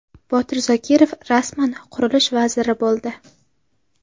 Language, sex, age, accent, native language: Uzbek, female, 18-24, Qashqadaryo, Uzbek